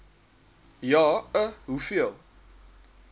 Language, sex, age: Afrikaans, male, 23